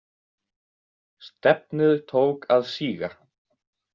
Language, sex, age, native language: Icelandic, male, 18-19, Icelandic